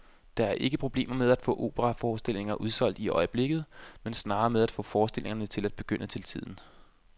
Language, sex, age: Danish, male, 25